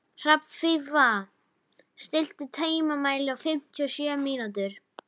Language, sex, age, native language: Icelandic, female, 11, Icelandic